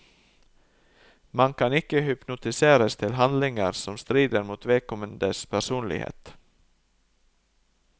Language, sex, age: Norwegian, male, 39